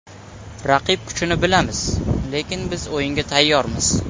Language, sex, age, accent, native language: Uzbek, male, 18-24, Samarqand, Uzbek